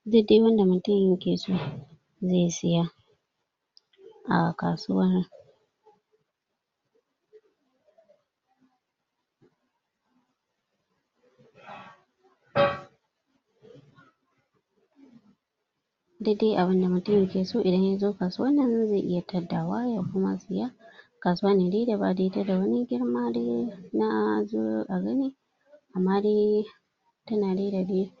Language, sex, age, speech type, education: Hausa, female, 46-60, spontaneous, tertiary